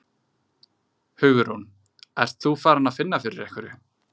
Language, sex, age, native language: Icelandic, male, 20-29, Icelandic